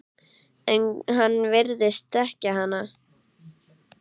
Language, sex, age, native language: Icelandic, male, 8, Icelandic